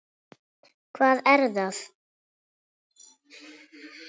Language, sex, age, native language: Icelandic, female, 7, Icelandic